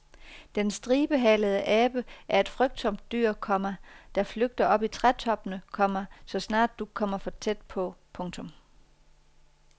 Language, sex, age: Danish, female, 40